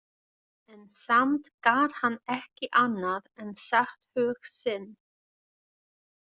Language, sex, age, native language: Icelandic, female, 20-29, German